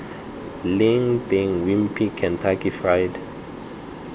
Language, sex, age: Tswana, male, 23